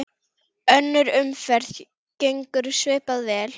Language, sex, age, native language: Icelandic, female, 9, Icelandic